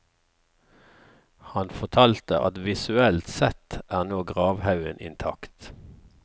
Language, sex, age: Norwegian, male, 54